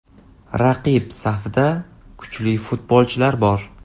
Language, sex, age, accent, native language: Uzbek, male, 18-24, Toshkent shahri, Uzbek